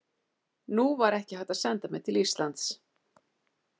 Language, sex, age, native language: Icelandic, female, 40-49, Icelandic